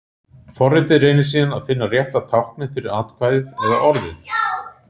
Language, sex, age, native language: Icelandic, male, 40-49, Icelandic